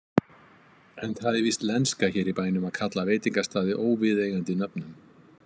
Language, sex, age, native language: Icelandic, male, 50-59, Icelandic